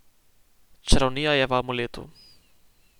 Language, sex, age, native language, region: Slovenian, male, 18-29, Slovenian, Posavska region